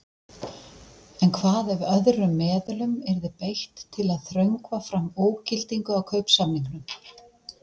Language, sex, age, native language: Icelandic, female, 40-49, Icelandic